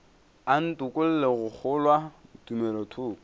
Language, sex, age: Northern Sotho, male, 24